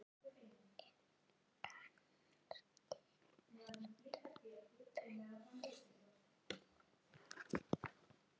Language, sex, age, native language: Icelandic, male, 9, Icelandic